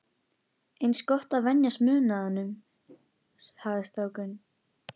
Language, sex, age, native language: Icelandic, female, 11, Icelandic